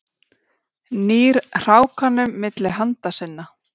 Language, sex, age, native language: Icelandic, female, 30-39, Icelandic